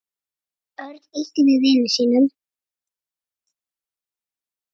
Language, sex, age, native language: Icelandic, female, 8, Icelandic